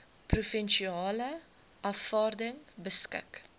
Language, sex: Afrikaans, female